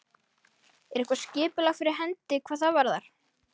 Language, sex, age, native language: Icelandic, male, 13, Icelandic